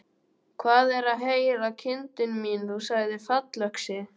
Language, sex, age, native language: Icelandic, male, 12, Icelandic